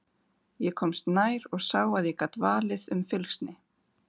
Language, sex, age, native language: Icelandic, female, 40-49, Icelandic